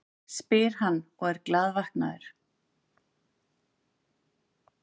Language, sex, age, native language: Icelandic, female, 40-49, Icelandic